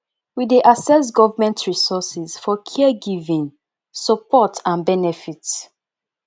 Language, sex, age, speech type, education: Nigerian Pidgin, female, 15-29, spontaneous, tertiary